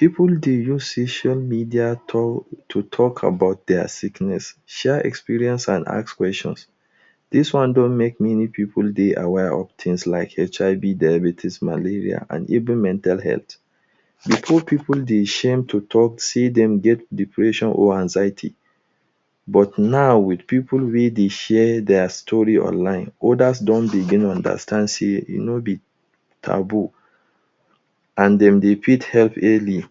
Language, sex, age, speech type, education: Nigerian Pidgin, male, 30-45, spontaneous, tertiary